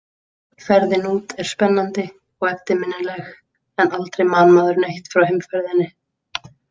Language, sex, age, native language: Icelandic, female, 20-29, Icelandic